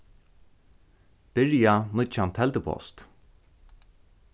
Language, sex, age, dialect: Faroese, male, 36-60, Norðurstreymoy/Eysturoy